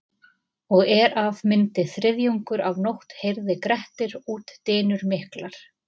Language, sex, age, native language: Icelandic, female, 30-39, Icelandic